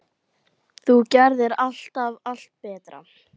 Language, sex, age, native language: Icelandic, female, 10, Icelandic